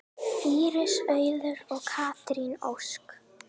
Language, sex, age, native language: Icelandic, female, 10, Icelandic